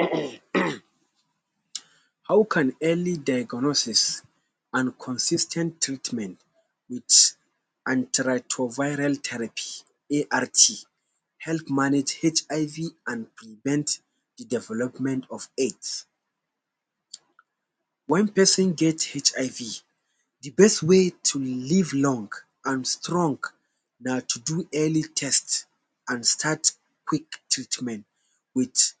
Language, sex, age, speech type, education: Nigerian Pidgin, male, 15-29, spontaneous, tertiary